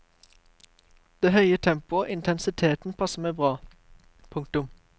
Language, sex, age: Norwegian, male, 23